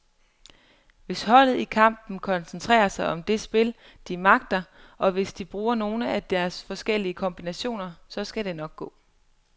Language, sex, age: Danish, female, 23